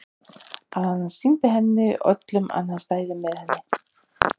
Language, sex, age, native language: Icelandic, female, 40-49, Icelandic